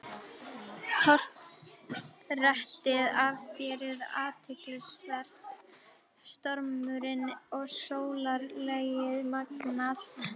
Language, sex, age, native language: Icelandic, female, 11, Icelandic